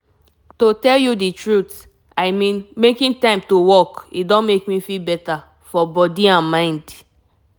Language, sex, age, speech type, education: Nigerian Pidgin, female, 15-29, spontaneous, tertiary